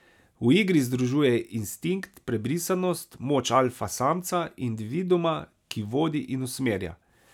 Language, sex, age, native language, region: Slovenian, male, 30-49, Slovenian, Savinja region